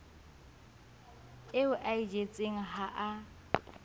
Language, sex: Southern Sotho, female